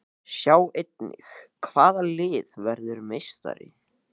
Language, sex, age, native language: Icelandic, male, 14, Icelandic